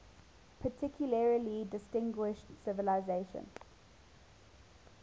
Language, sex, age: English, female, 19